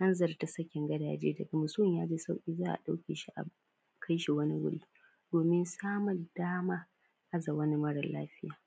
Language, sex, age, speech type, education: Hausa, female, 15-29, spontaneous, primary